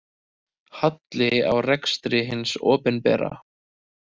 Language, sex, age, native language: Icelandic, male, 30-39, Icelandic